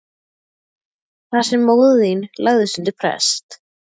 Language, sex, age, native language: Icelandic, female, 12, Icelandic